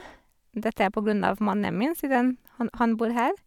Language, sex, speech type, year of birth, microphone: Norwegian, female, spontaneous, 1991, Sennheiser